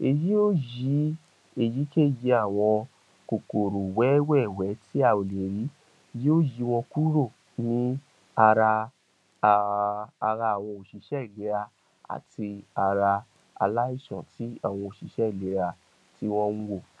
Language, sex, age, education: Yoruba, male, 46-60, tertiary